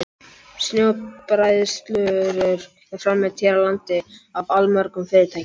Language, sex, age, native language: Icelandic, male, 11, Icelandic